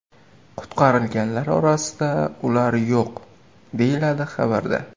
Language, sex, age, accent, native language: Uzbek, male, 18-24, Qashqadaryo, Uzbek